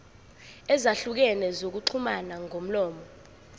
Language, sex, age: Zulu, female, 25